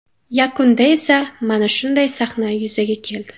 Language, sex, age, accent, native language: Uzbek, female, 18-24, Samarqand, Uzbek